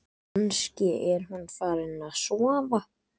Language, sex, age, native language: Icelandic, male, 11, Icelandic